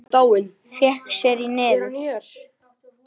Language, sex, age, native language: Icelandic, male, 10, Icelandic